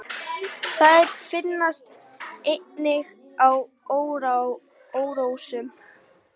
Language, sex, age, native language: Icelandic, female, 9, Icelandic